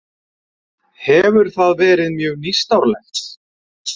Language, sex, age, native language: Icelandic, male, 40-49, Icelandic